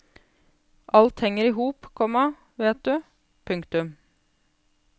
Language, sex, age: Norwegian, female, 28